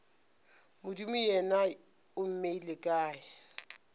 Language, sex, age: Northern Sotho, female, 25